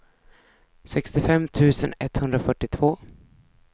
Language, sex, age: Swedish, female, 33